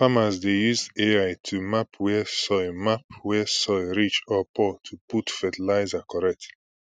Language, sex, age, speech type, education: Nigerian Pidgin, male, 15-29, spontaneous, tertiary